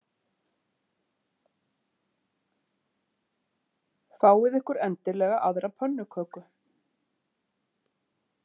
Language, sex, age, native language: Icelandic, female, 50-59, Icelandic